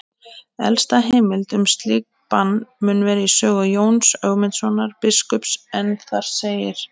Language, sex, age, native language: Icelandic, female, 20-29, Icelandic